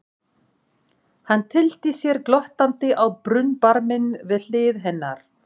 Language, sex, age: Icelandic, female, 40-49